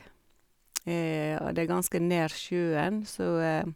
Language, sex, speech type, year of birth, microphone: Norwegian, female, spontaneous, 1956, Sennheiser